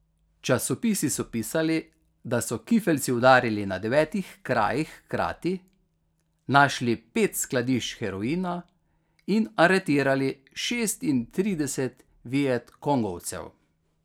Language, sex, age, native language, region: Slovenian, male, 50-59, Slovenian, Carinthia region